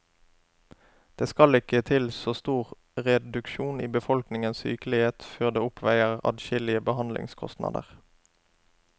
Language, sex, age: Norwegian, male, 27